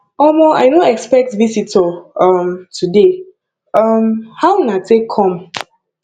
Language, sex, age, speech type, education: Nigerian Pidgin, female, 15-29, spontaneous, tertiary